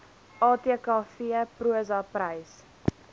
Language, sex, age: Afrikaans, female, 19